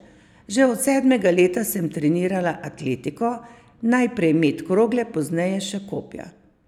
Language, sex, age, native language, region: Slovenian, female, 50-59, Slovenian, Savinja region